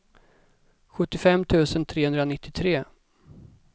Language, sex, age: Swedish, male, 37